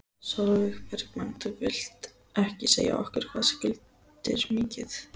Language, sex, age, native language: Icelandic, female, 14, Icelandic